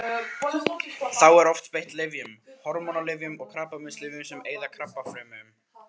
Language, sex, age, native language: Icelandic, male, 18-19, Icelandic